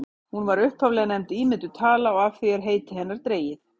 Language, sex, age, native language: Icelandic, female, 50-59, Icelandic